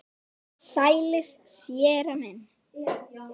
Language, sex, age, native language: Icelandic, female, 10, Icelandic